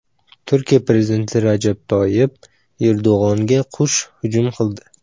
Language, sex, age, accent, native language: Uzbek, male, under 19, Samarqand, Uzbek